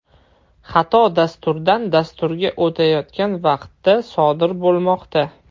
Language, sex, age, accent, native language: Uzbek, male, 18-24, Toshkent shahri, Russian